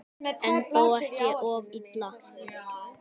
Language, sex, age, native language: Icelandic, male, 10, Icelandic